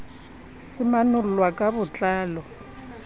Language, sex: Southern Sotho, female